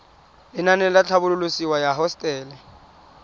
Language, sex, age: Tswana, male, 20